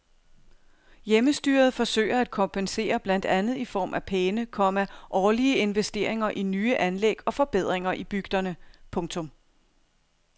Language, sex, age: Danish, female, 42